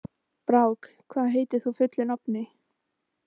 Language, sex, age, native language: Icelandic, female, 15, Icelandic